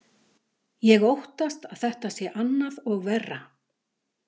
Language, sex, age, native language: Icelandic, female, 50-59, Icelandic